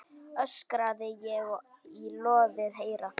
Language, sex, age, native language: Icelandic, female, 9, Icelandic